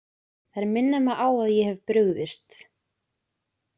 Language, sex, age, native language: Icelandic, female, 20-29, Icelandic